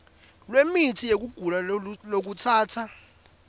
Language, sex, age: Swati, male, 18